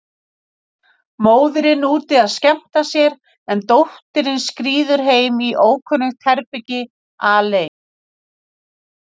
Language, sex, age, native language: Icelandic, female, 50-59, Icelandic